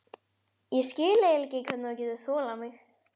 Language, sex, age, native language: Icelandic, male, 12, Icelandic